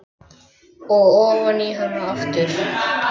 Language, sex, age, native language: Icelandic, male, 10, Icelandic